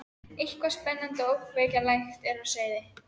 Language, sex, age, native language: Icelandic, female, 13, Icelandic